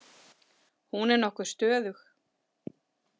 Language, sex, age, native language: Icelandic, female, 40-49, Icelandic